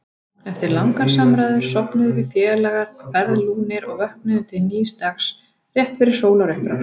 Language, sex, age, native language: Icelandic, female, 40-49, Icelandic